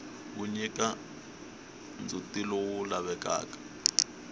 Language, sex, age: Tsonga, male, 21